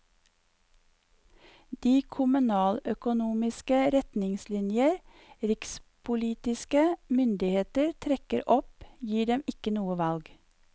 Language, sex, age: Norwegian, female, 54